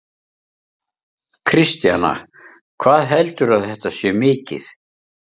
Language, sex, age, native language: Icelandic, male, 50-59, Icelandic